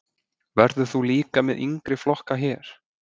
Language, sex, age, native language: Icelandic, male, 20-29, Icelandic